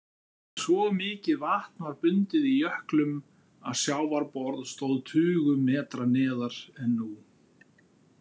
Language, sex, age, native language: Icelandic, male, 50-59, Icelandic